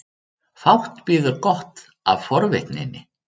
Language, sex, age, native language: Icelandic, male, 30-39, Icelandic